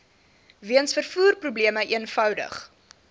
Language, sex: Afrikaans, female